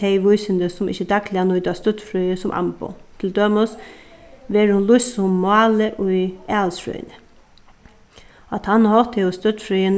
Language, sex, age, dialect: Faroese, female, 36-60, Suðuroy